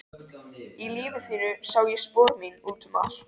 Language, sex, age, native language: Icelandic, male, 13, Icelandic